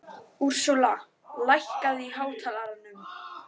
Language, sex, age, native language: Icelandic, female, 12, Icelandic